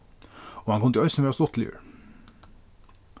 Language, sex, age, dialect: Faroese, male, 36-60, Norðurstreymoy/Eysturoy